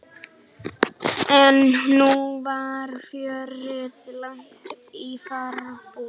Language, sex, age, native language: Icelandic, male, 18-19, Icelandic